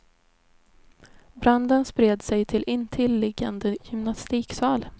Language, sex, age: Swedish, female, 20